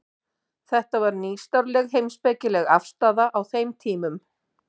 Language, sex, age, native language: Icelandic, female, 50-59, Icelandic